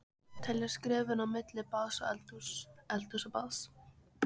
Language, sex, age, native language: Icelandic, female, 15, Icelandic